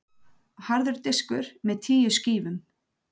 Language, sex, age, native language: Icelandic, female, 30-39, Icelandic